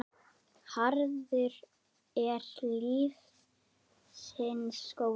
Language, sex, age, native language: Icelandic, male, 10, Icelandic